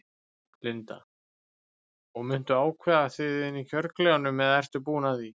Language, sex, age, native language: Icelandic, male, 20-29, Icelandic